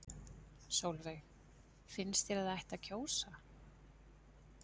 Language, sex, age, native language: Icelandic, female, 20-29, Icelandic